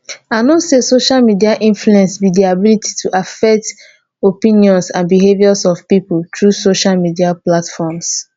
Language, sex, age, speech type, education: Nigerian Pidgin, male, 15-29, spontaneous, tertiary